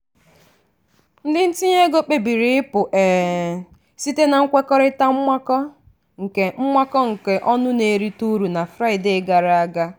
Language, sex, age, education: Igbo, female, 15-29, tertiary